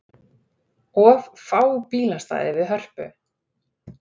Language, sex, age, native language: Icelandic, female, 40-49, Icelandic